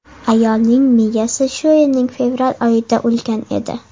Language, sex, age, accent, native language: Uzbek, female, under 19, Toshkent shahri, Uzbek